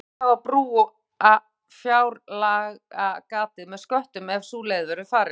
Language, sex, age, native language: Icelandic, female, 40-49, Icelandic